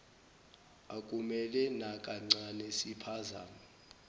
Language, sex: Zulu, male